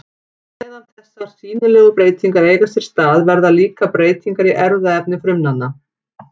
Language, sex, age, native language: Icelandic, female, 40-49, Icelandic